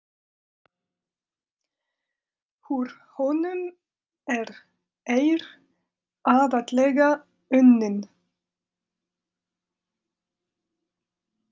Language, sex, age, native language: Icelandic, female, 30-39, French